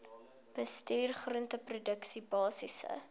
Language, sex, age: Afrikaans, female, 21